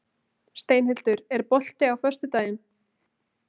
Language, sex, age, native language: Icelandic, female, 20-29, Icelandic